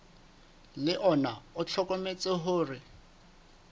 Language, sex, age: Southern Sotho, male, 29